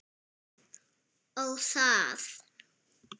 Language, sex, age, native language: Icelandic, female, 7, Icelandic